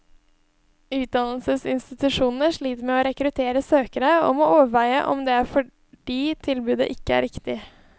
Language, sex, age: Norwegian, female, 20